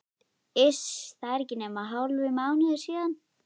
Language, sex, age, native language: Icelandic, female, 13, Icelandic